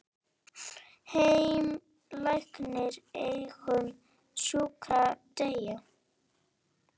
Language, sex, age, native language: Icelandic, female, 9, Icelandic